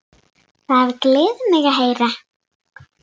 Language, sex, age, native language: Icelandic, female, 6, Icelandic